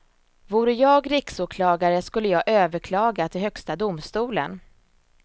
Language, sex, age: Swedish, female, 34